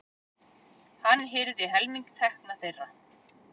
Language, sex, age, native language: Icelandic, female, 30-39, Icelandic